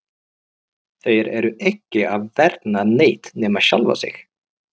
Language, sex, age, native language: Icelandic, male, 30-39, Icelandic